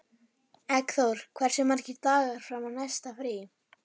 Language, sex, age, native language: Icelandic, female, 12, Icelandic